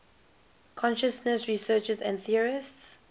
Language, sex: English, female